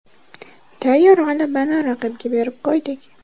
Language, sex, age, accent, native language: Uzbek, female, 19-29, Toshkent shahri, Uzbek